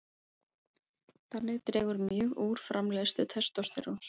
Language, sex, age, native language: Icelandic, female, 30-39, Icelandic